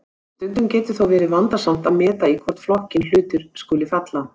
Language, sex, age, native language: Icelandic, female, 60-69, Icelandic